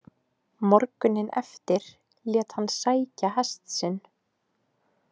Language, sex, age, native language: Icelandic, female, 18-19, Icelandic